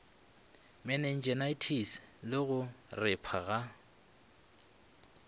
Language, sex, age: Northern Sotho, male, 25